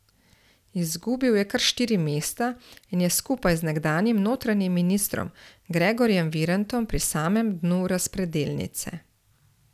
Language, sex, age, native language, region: Slovenian, female, 30-49, Slovenian, Central Slovenia